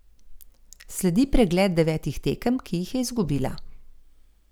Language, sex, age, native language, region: Slovenian, female, 50-59, Slovenian, Gorenjska region